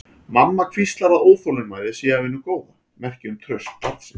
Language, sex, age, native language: Icelandic, male, 40-49, Icelandic